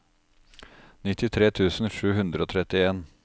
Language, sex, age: Norwegian, male, 36